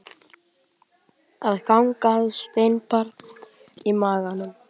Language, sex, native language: Icelandic, male, Icelandic